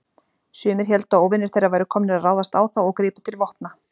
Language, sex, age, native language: Icelandic, female, 40-49, Icelandic